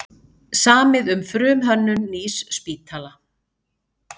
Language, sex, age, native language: Icelandic, female, 50-59, Icelandic